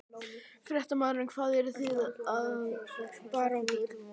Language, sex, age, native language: Icelandic, male, 11, Icelandic